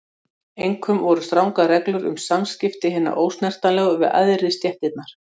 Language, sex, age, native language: Icelandic, female, 60-69, Icelandic